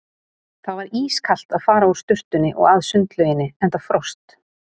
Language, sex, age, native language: Icelandic, female, 30-39, Icelandic